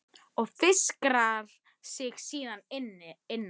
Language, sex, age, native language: Icelandic, female, 10, Icelandic